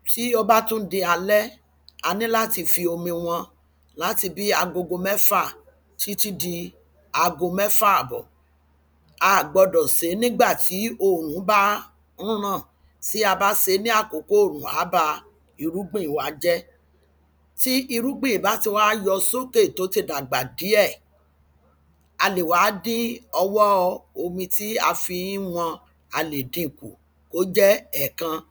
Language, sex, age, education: Yoruba, female, 46-60, tertiary